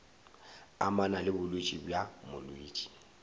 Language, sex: Northern Sotho, male